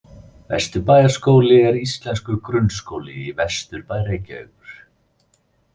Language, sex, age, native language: Icelandic, male, 30-39, Icelandic